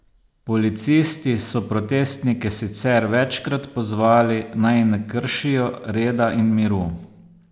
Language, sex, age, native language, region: Slovenian, male, 50-59, Slovenian, Posavska region